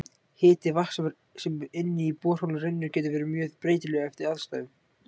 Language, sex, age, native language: Icelandic, male, 18-19, Icelandic